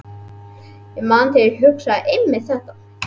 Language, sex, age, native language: Icelandic, male, 11, Icelandic